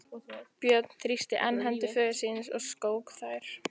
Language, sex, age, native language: Icelandic, female, 14, Icelandic